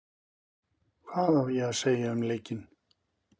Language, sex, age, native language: Icelandic, male, 50-59, Icelandic